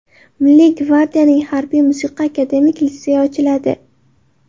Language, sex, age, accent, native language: Uzbek, female, 18-24, Farg'ona, Uzbek